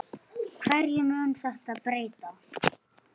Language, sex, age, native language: Icelandic, male, 8, Icelandic